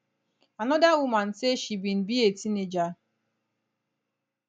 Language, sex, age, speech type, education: Nigerian Pidgin, female, 15-29, spontaneous, tertiary